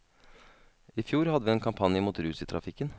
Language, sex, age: Norwegian, male, 32